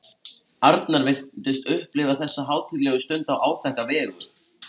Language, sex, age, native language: Icelandic, male, 18-19, Icelandic